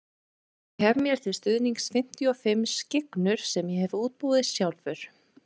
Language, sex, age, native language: Icelandic, female, 20-29, Icelandic